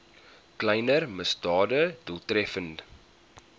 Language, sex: Afrikaans, male